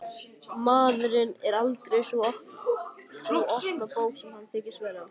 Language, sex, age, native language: Icelandic, male, 13, Icelandic